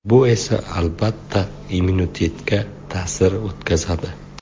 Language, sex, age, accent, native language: Uzbek, male, 25-34, Buxoro, Uzbek